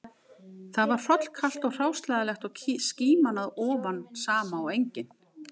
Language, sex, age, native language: Icelandic, female, 50-59, Icelandic